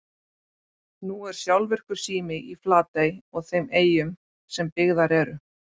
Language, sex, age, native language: Icelandic, female, 40-49, Icelandic